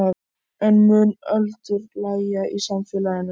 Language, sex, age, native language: Icelandic, male, 14, Icelandic